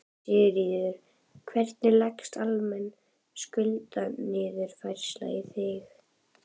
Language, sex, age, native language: Icelandic, female, 11, Icelandic